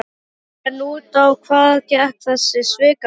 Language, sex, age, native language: Icelandic, male, 12, Icelandic